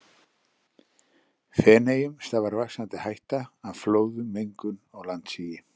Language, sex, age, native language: Icelandic, male, 60-69, Icelandic